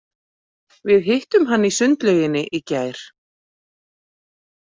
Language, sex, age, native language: Icelandic, female, 40-49, Icelandic